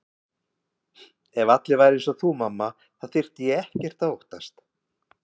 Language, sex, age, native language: Icelandic, male, 50-59, Icelandic